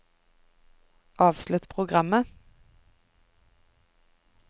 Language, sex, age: Norwegian, female, 24